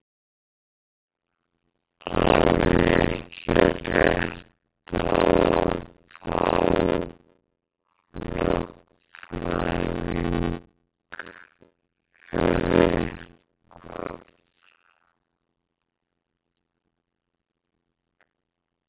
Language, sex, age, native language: Icelandic, male, 60-69, Icelandic